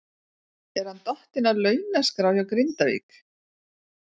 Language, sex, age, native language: Icelandic, female, 40-49, Icelandic